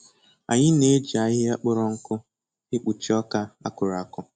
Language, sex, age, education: Igbo, male, 15-29, tertiary